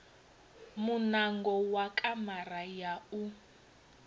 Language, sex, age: Venda, female, 22